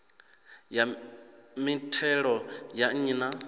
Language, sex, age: Venda, male, 26